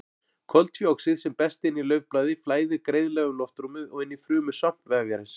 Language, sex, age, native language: Icelandic, male, 40-49, Icelandic